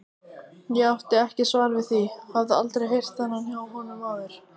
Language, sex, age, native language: Icelandic, female, 18-19, Icelandic